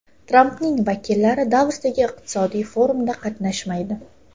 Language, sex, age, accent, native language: Uzbek, female, 18-24, Toshkent shahri, Uzbek